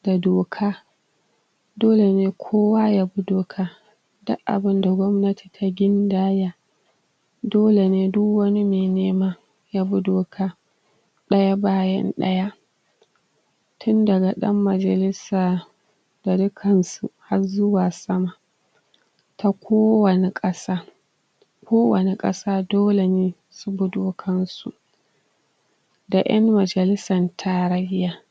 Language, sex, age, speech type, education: Hausa, female, 30-45, spontaneous, tertiary